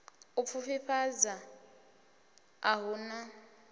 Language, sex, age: Venda, female, 24